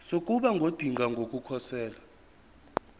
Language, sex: Zulu, male